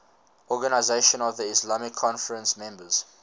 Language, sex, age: English, male, 19